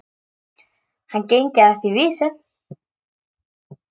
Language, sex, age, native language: Icelandic, female, 10, Icelandic